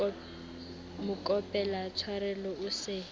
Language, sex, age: Southern Sotho, female, 18